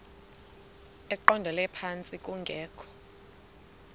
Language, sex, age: Xhosa, female, 23